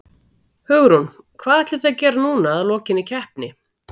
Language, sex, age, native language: Icelandic, female, 40-49, Icelandic